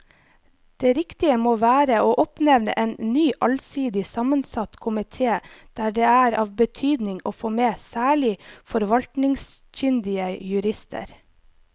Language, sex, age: Norwegian, female, 25